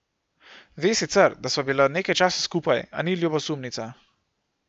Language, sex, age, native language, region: Slovenian, male, 18-29, Slovenian, Gorenjska region